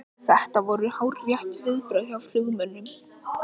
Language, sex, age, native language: Icelandic, male, 18-19, Icelandic